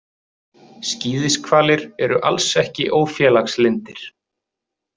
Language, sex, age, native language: Icelandic, male, 30-39, Icelandic